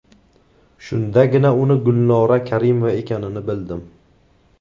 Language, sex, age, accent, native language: Uzbek, male, 18-24, Navoiy, Uzbek